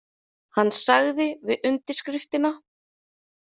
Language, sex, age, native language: Icelandic, female, 30-39, Icelandic